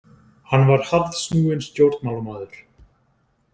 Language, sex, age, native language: Icelandic, male, 20-29, Icelandic